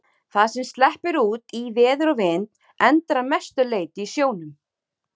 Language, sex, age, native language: Icelandic, female, 30-39, Icelandic